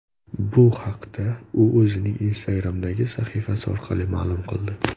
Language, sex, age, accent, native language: Uzbek, male, 19-29, Sirdaryo, Uzbek